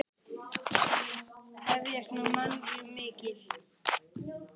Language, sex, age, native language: Icelandic, male, 9, Icelandic